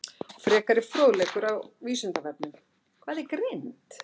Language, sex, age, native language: Icelandic, female, 60-69, Icelandic